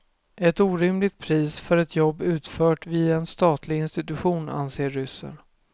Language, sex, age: Swedish, male, 24